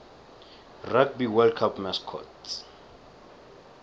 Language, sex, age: South Ndebele, male, 23